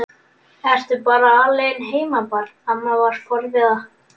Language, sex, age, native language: Icelandic, male, 11, Icelandic